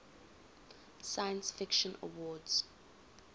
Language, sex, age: English, female, 19